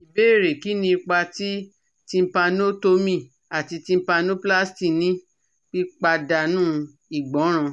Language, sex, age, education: Yoruba, female, 30-45, tertiary